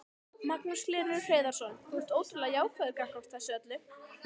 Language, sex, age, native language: Icelandic, female, 12, Icelandic